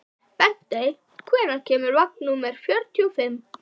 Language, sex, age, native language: Icelandic, female, 12, Icelandic